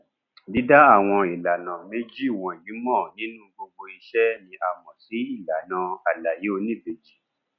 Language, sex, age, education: Yoruba, male, 30-45, tertiary